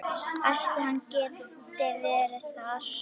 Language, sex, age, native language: Icelandic, female, 9, Icelandic